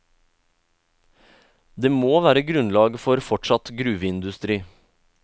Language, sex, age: Norwegian, male, 31